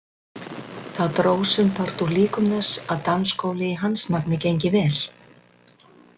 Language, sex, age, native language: Icelandic, female, 60-69, Icelandic